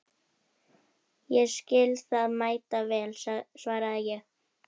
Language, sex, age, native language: Icelandic, female, 11, Icelandic